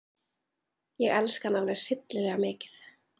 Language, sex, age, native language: Icelandic, female, 30-39, Icelandic